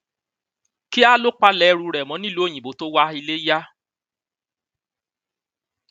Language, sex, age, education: Yoruba, male, 30-45, tertiary